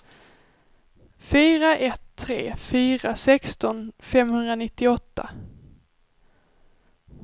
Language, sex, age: Swedish, female, 23